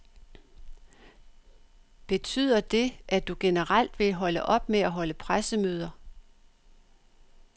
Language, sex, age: Danish, female, 62